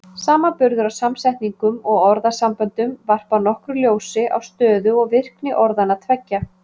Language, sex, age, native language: Icelandic, female, 30-39, Icelandic